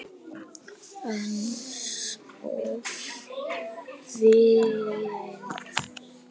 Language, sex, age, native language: Icelandic, female, 7, Icelandic